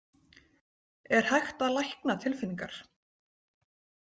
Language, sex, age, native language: Icelandic, female, 40-49, Icelandic